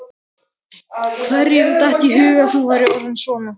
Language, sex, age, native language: Icelandic, male, 13, Icelandic